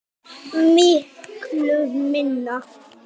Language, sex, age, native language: Icelandic, male, 10, Icelandic